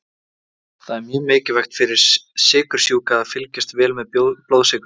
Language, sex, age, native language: Icelandic, male, 20-29, Icelandic